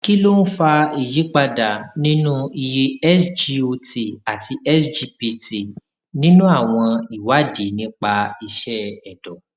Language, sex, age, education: Yoruba, male, 30-45, tertiary